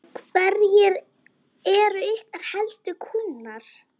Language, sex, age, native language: Icelandic, female, 10, Icelandic